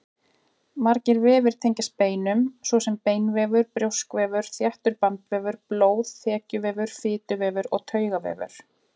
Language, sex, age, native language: Icelandic, female, 40-49, Icelandic